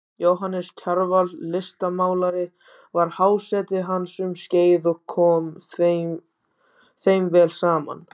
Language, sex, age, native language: Icelandic, male, 18-19, Icelandic